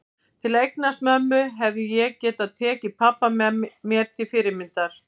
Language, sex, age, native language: Icelandic, female, 50-59, Icelandic